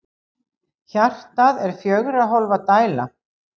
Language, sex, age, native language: Icelandic, female, 60-69, Icelandic